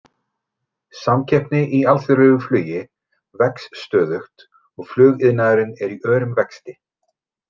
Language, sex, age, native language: Icelandic, male, 30-39, Icelandic